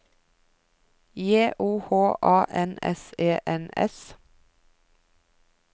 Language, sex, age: Norwegian, female, 24